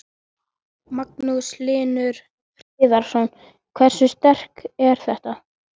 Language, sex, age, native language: Icelandic, male, 13, Icelandic